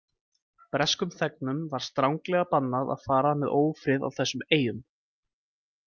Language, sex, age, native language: Icelandic, male, 20-29, Icelandic